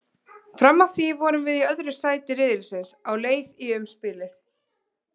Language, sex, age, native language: Icelandic, female, 20-29, Icelandic